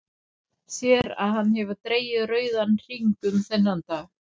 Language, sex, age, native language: Icelandic, female, 60-69, Danish